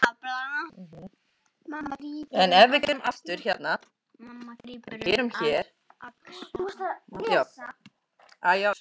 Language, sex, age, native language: Icelandic, female, 8, Icelandic